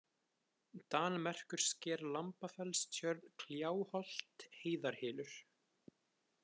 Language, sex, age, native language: Icelandic, male, 20-29, Icelandic